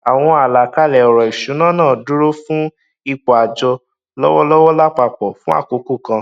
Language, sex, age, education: Yoruba, male, 15-29, tertiary